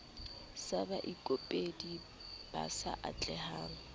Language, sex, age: Southern Sotho, female, 19